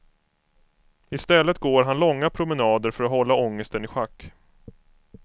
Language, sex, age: Swedish, male, 25